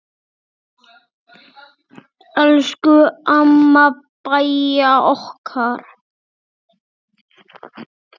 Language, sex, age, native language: Icelandic, male, 6, Icelandic